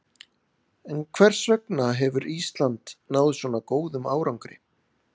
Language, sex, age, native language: Icelandic, male, 30-39, Icelandic